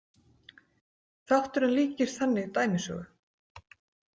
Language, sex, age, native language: Icelandic, female, 40-49, Icelandic